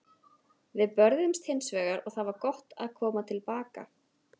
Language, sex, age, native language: Icelandic, female, 30-39, Icelandic